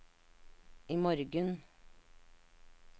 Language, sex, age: Norwegian, female, 59